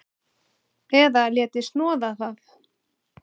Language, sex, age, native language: Icelandic, female, 8, Icelandic